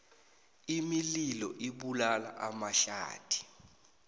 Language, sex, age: South Ndebele, male, 22